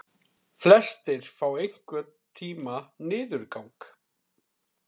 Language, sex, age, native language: Icelandic, male, 30-39, Icelandic